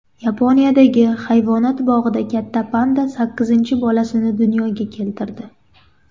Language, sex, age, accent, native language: Uzbek, female, 18-24, Qashqadaryo, Uzbek